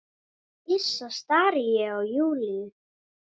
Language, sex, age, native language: Icelandic, female, 9, Icelandic